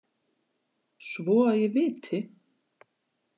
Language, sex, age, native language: Icelandic, female, 40-49, Icelandic